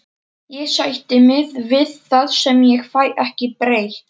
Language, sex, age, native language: Icelandic, male, 40-49, Polish